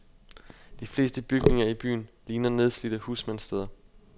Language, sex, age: Danish, male, 25